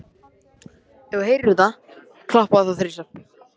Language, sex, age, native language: Icelandic, male, 18-19, Icelandic